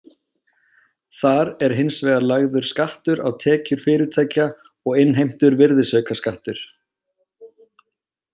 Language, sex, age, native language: Icelandic, male, 20-29, Icelandic